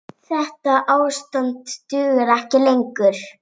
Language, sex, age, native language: Icelandic, female, 7, Icelandic